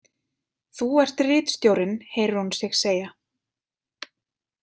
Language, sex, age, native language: Icelandic, female, 20-29, Icelandic